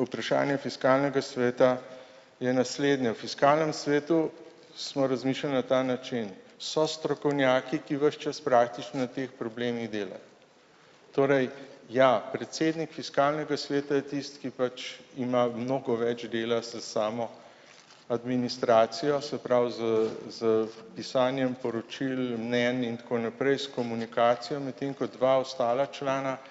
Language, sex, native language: Slovenian, male, Slovenian